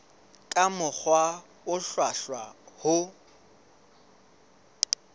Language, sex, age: Southern Sotho, female, 23